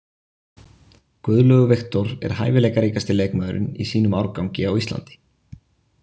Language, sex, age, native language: Icelandic, male, 20-29, Icelandic